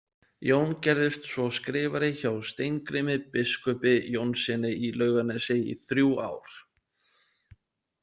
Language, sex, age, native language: Icelandic, male, 30-39, Icelandic